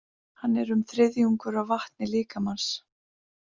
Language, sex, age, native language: Icelandic, female, 40-49, Icelandic